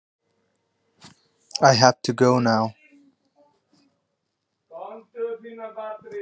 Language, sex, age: Icelandic, male, 20-29